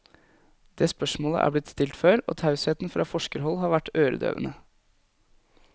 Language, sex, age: Norwegian, male, 20